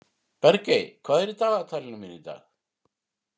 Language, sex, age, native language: Icelandic, female, 50-59, Icelandic